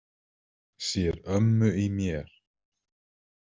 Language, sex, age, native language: Icelandic, male, 30-39, Icelandic